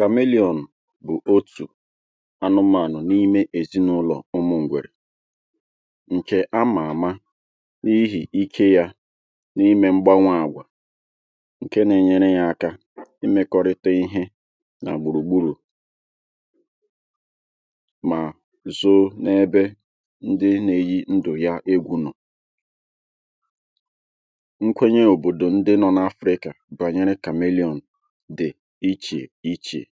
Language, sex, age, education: Igbo, male, 30-45, tertiary